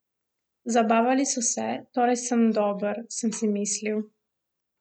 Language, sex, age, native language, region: Slovenian, female, 18-29, Slovenian, Primorsko-notranjska region